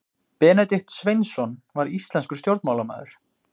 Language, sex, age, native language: Icelandic, male, 20-29, Icelandic